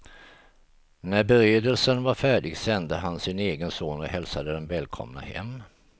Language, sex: Swedish, male